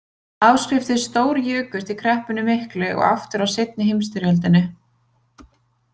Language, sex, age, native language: Icelandic, female, 20-29, Icelandic